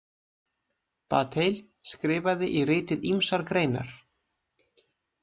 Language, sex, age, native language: Icelandic, male, 20-29, Icelandic